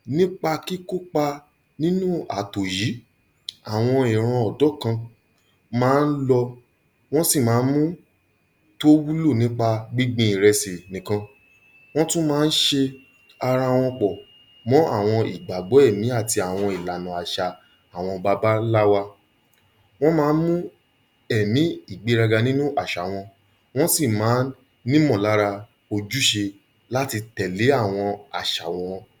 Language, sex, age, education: Yoruba, male, 30-45, tertiary